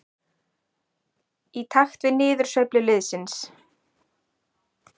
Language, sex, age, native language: Icelandic, female, 40-49, Icelandic